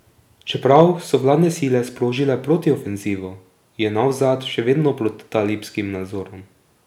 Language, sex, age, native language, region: Slovenian, male, 18-29, Slovenian, Drava region